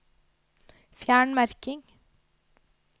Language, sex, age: Norwegian, female, 22